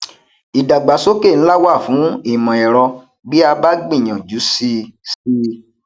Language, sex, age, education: Yoruba, male, 30-45, tertiary